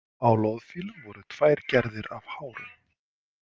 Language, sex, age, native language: Icelandic, male, 40-49, Icelandic